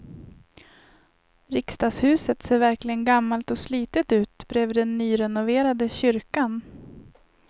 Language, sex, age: Swedish, female, 25